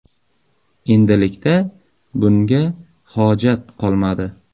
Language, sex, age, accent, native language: Uzbek, male, 35+, Samarqand, Uzbek